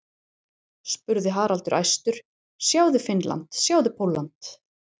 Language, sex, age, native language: Icelandic, female, 40-49, Icelandic